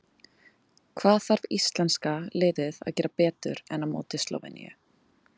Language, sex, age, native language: Icelandic, female, 20-29, Icelandic